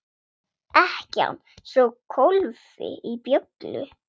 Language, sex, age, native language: Icelandic, female, 7, Swedish